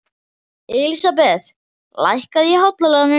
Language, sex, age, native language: Icelandic, male, 11, Icelandic